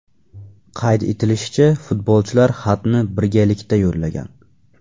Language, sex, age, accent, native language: Uzbek, male, 18-24, Namangan, Uzbek